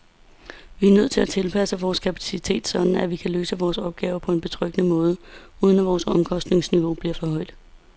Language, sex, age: Danish, female, 32